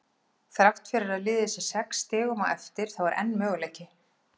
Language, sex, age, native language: Icelandic, female, 40-49, Icelandic